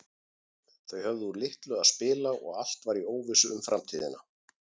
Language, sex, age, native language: Icelandic, male, 40-49, Icelandic